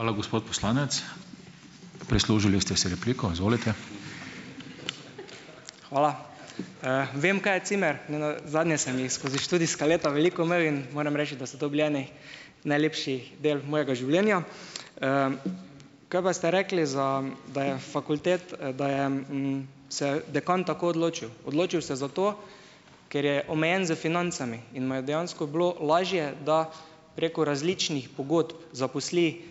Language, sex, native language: Slovenian, male, Slovenian